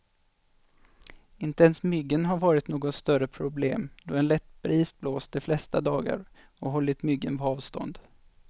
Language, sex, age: Swedish, male, 25